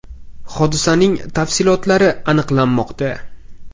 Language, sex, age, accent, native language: Uzbek, male, 18-24, Navoiy, Uzbek